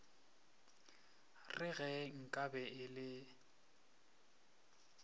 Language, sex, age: Northern Sotho, male, 23